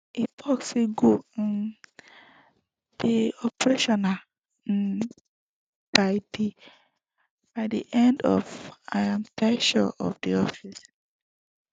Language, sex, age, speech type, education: Nigerian Pidgin, female, 15-29, spontaneous, secondary